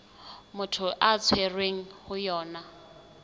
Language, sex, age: Southern Sotho, female, 20